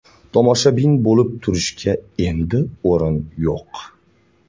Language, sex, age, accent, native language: Uzbek, male, 18-24, Andijon, Uzbek